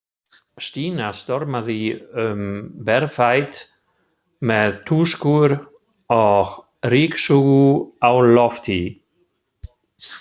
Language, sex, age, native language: Icelandic, male, 60-69, German